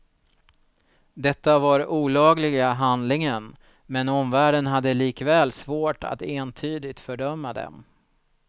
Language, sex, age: Swedish, male, 36